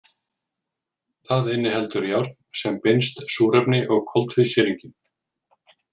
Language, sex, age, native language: Icelandic, male, 40-49, Icelandic